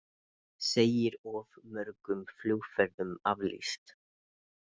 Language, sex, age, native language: Icelandic, male, 20-29, Icelandic